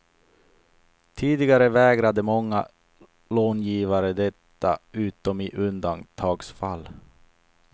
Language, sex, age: Swedish, male, 28